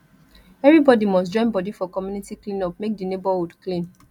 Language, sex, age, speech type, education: Nigerian Pidgin, female, 15-29, spontaneous, tertiary